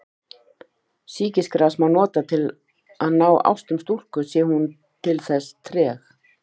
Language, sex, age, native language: Icelandic, female, 50-59, Icelandic